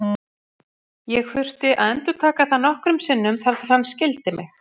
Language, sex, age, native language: Icelandic, female, 50-59, Icelandic